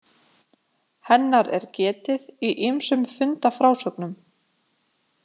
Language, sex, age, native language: Icelandic, female, 20-29, Icelandic